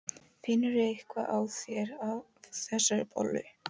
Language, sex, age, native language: Icelandic, female, 11, Icelandic